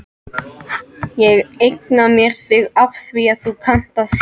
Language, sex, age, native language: Icelandic, other, 13, Icelandic